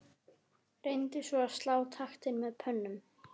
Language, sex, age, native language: Icelandic, female, 12, Icelandic